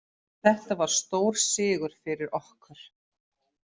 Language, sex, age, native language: Icelandic, female, 50-59, Icelandic